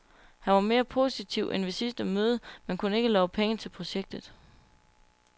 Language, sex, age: Danish, female, 22